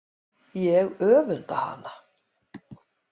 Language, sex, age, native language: Icelandic, female, 50-59, Icelandic